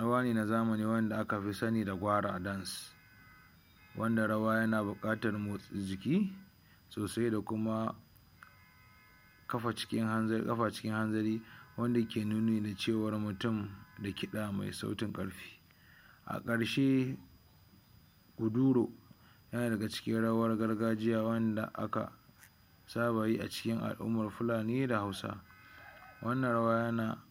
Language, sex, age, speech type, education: Hausa, male, 60+, spontaneous, tertiary